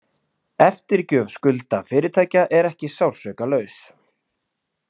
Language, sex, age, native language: Icelandic, male, 20-29, Icelandic